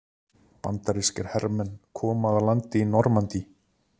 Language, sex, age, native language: Icelandic, male, 30-39, Icelandic